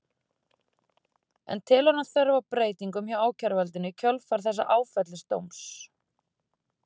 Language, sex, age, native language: Icelandic, female, 30-39, Icelandic